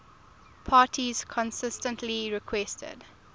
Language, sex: English, female